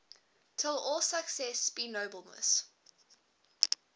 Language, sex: English, female